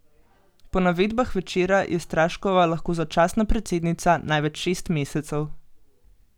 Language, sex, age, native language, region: Slovenian, female, 18-29, Slovenian, Gorenjska region